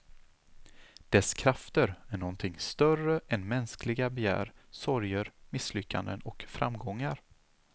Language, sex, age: Swedish, male, 36